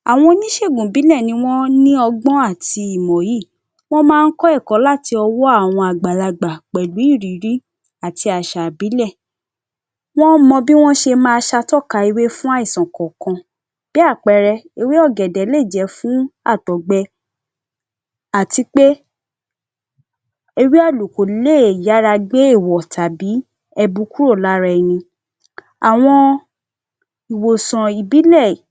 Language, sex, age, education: Yoruba, female, 15-29, tertiary